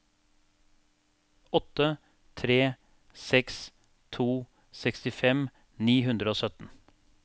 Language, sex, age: Norwegian, male, 42